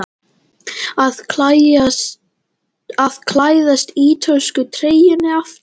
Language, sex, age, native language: Icelandic, male, 12, Latvian